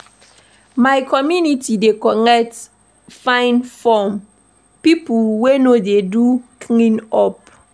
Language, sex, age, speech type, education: Nigerian Pidgin, female, 15-29, read, primary